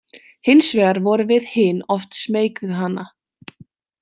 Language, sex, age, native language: Icelandic, female, 18-19, Icelandic